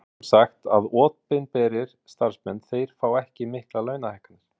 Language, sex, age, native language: Icelandic, male, 40-49, Icelandic